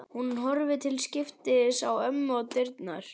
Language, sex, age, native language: Icelandic, male, 11, Icelandic